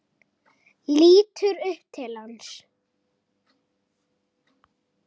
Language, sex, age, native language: Icelandic, female, 8, Icelandic